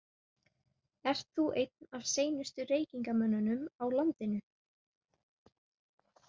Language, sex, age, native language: Icelandic, female, 18-19, Icelandic